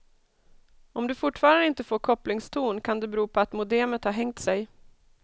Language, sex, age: Swedish, female, 32